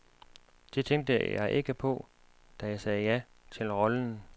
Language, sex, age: Danish, male, 35